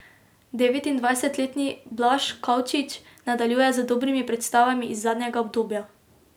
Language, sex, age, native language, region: Slovenian, female, 18-29, Slovenian, Drava region